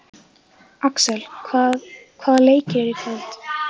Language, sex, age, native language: Icelandic, female, 15, Icelandic